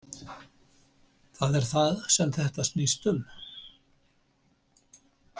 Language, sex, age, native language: Icelandic, male, 70-79, Icelandic